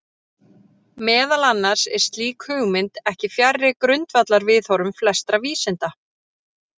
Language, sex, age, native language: Icelandic, female, 30-39, Icelandic